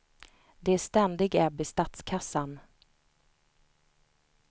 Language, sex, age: Swedish, female, 29